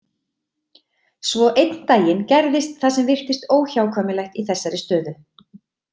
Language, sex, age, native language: Icelandic, female, 30-39, Icelandic